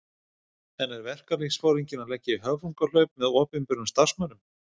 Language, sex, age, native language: Icelandic, male, 50-59, Icelandic